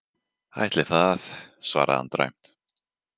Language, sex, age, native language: Icelandic, male, 20-29, Icelandic